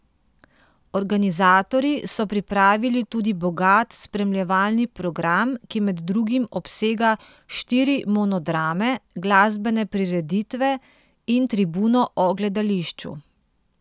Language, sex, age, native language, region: Slovenian, female, 30-49, Slovenian, Central Slovenia